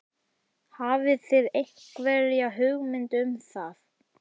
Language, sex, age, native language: Icelandic, male, 11, Icelandic